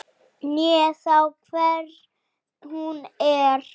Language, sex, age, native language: Icelandic, male, 9, Icelandic